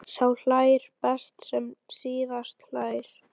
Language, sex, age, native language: Icelandic, male, 11, Icelandic